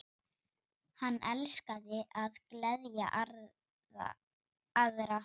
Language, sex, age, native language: Icelandic, male, 8, Icelandic